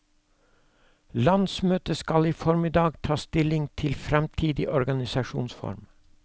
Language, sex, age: Norwegian, male, 52